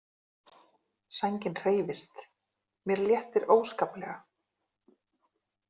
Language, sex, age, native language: Icelandic, female, 40-49, Icelandic